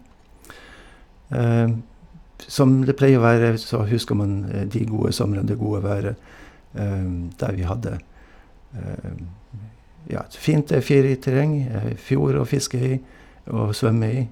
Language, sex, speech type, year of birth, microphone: Norwegian, male, spontaneous, 1952, Shure